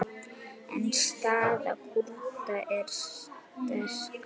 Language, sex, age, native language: Icelandic, female, 9, Icelandic